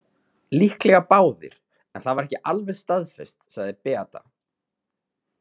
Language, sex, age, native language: Icelandic, male, 30-39, Icelandic